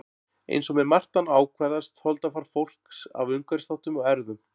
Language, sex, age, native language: Icelandic, male, 40-49, Icelandic